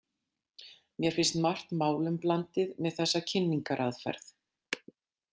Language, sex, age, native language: Icelandic, female, 40-49, Icelandic